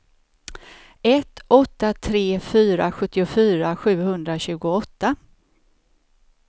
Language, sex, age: Swedish, female, 54